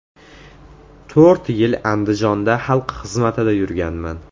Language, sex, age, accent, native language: Uzbek, male, 18-24, Andijon, Uzbek